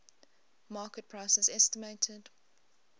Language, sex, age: English, female, 20